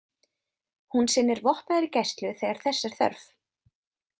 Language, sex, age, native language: Icelandic, female, 20-29, Icelandic